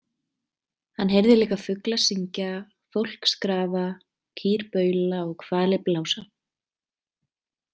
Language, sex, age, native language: Icelandic, female, 20-29, Icelandic